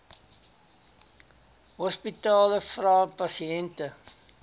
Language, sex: Afrikaans, male